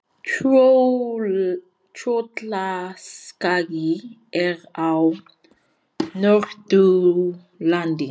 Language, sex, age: Icelandic, female, 20-29